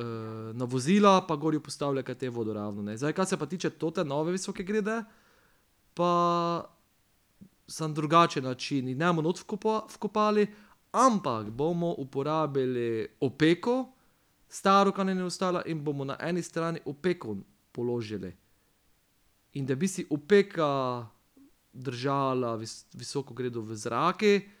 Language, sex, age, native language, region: Slovenian, male, 30-49, Slovenian, Pomurje region